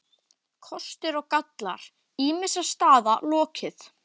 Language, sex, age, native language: Icelandic, male, 12, Icelandic